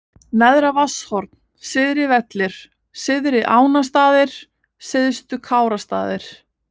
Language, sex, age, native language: Icelandic, female, 20-29, Icelandic